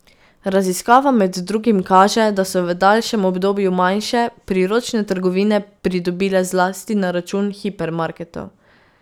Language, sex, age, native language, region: Slovenian, female, 18-29, Slovenian, Pomurje region